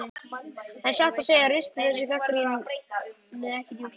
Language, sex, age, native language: Icelandic, male, 11, Icelandic